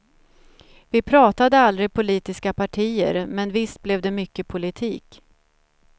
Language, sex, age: Swedish, female, 47